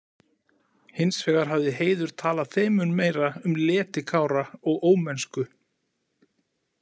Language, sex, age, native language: Icelandic, male, 40-49, Icelandic